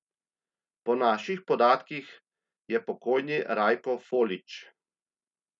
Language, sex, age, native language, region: Slovenian, male, 30-49, Slovenian, Central Slovenia